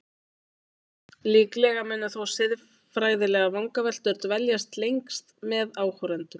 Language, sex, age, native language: Icelandic, female, 20-29, Icelandic